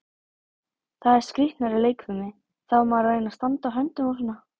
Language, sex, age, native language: Icelandic, female, 18-19, Icelandic